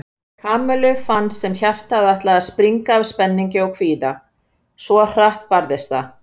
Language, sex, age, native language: Icelandic, female, 40-49, Icelandic